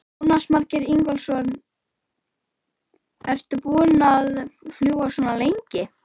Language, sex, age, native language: Icelandic, female, 11, Icelandic